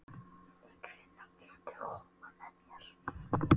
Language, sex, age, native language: Icelandic, female, 12, Polish